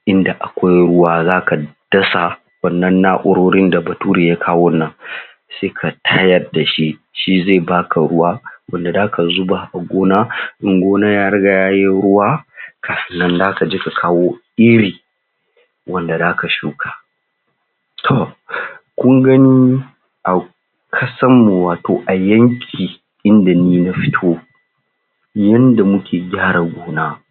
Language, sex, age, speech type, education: Hausa, male, 30-45, spontaneous, tertiary